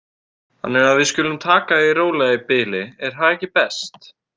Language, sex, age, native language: Icelandic, male, 18-19, Icelandic